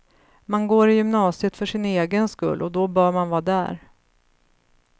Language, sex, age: Swedish, female, 35